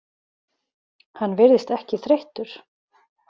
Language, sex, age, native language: Icelandic, female, 40-49, Icelandic